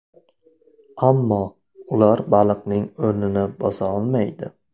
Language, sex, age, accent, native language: Uzbek, male, 25-34, Navoiy, Uzbek